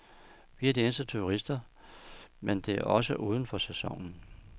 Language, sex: Danish, male